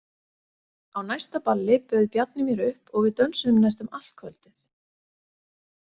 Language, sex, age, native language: Icelandic, female, 40-49, Icelandic